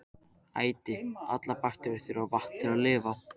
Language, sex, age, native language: Icelandic, male, 13, Icelandic